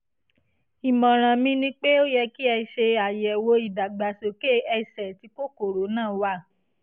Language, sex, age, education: Yoruba, female, 15-29, tertiary